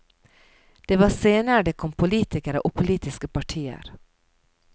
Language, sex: Norwegian, female